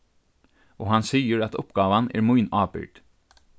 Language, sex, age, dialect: Faroese, male, 36-60, Norðurstreymoy/Eysturoy